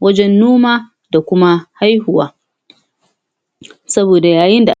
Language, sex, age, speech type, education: Hausa, female, 46-60, spontaneous, tertiary